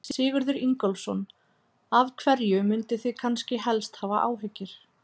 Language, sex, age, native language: Icelandic, female, 30-39, Icelandic